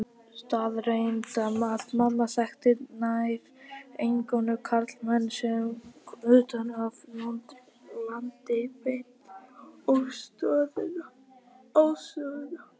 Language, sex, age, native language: Icelandic, female, 50-59, Icelandic